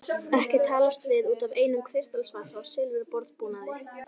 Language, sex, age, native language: Icelandic, female, 11, Icelandic